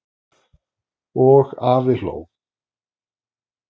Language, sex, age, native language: Icelandic, male, 40-49, Icelandic